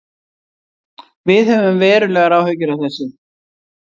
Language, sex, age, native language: Icelandic, female, 60-69, Icelandic